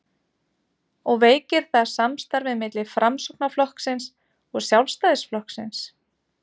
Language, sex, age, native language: Icelandic, female, 30-39, Icelandic